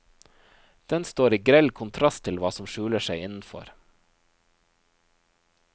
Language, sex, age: Norwegian, male, 29